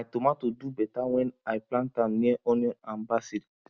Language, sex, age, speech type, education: Nigerian Pidgin, male, 15-29, spontaneous, tertiary